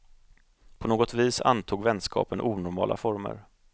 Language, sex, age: Swedish, male, 30